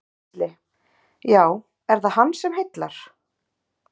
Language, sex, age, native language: Icelandic, female, 30-39, Icelandic